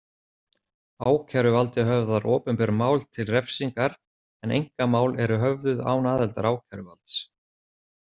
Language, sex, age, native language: Icelandic, male, 40-49, Icelandic